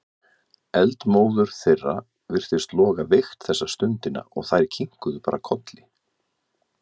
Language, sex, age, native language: Icelandic, male, 50-59, Icelandic